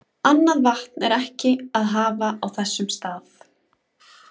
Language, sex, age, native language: Icelandic, female, 20-29, Icelandic